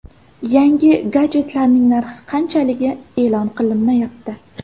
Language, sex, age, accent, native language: Uzbek, female, 18-24, Samarqand, Uzbek